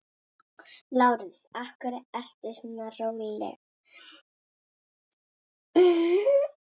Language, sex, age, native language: Icelandic, female, 8, Icelandic